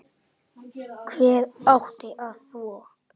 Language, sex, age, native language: Icelandic, male, 9, Icelandic